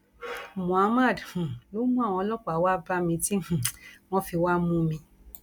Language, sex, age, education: Yoruba, female, 46-60, tertiary